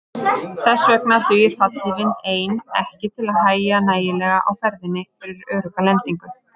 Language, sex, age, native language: Icelandic, female, 30-39, Icelandic